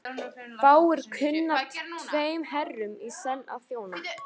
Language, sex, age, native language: Icelandic, female, 18-19, Icelandic